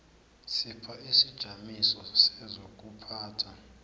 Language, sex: South Ndebele, male